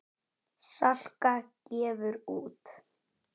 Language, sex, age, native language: Icelandic, female, 10, Icelandic